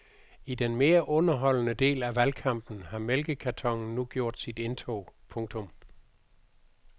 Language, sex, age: Danish, male, 62